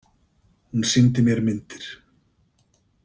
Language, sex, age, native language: Icelandic, male, 50-59, Icelandic